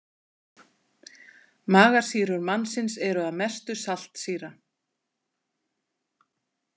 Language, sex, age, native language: Icelandic, female, 40-49, Icelandic